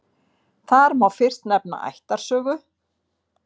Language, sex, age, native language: Icelandic, female, 50-59, Icelandic